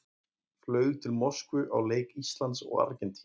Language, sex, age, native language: Icelandic, male, 20-29, Icelandic